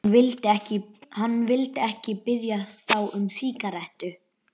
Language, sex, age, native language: Icelandic, male, 11, Icelandic